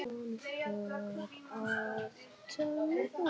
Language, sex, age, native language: Icelandic, other, 11, Icelandic